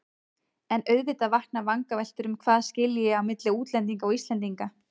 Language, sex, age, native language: Icelandic, female, 30-39, Icelandic